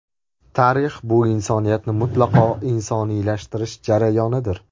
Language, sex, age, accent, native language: Uzbek, male, 18-24, Andijon, Uzbek